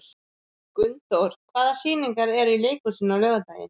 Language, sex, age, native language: Icelandic, male, 11, Icelandic